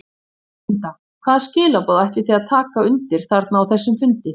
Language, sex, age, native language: Icelandic, female, 50-59, Icelandic